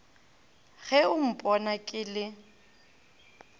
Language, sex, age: Northern Sotho, female, 18